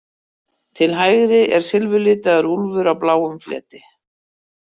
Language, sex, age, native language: Icelandic, female, 60-69, Icelandic